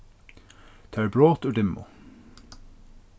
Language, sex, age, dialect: Faroese, male, 36-60, Norðurstreymoy/Eysturoy